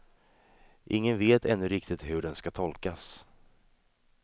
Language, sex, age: Swedish, male, 26